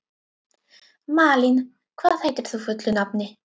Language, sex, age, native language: Icelandic, female, 12, Icelandic